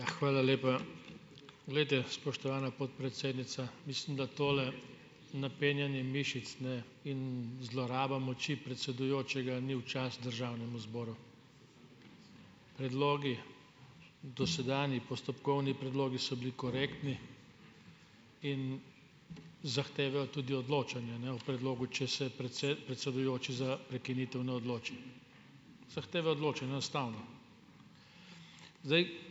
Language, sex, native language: Slovenian, male, Slovenian